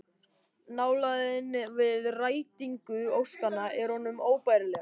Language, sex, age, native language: Icelandic, male, 13, Icelandic